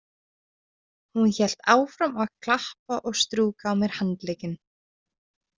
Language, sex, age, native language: Icelandic, female, 20-29, Icelandic